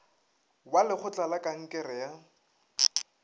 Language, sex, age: Northern Sotho, male, 21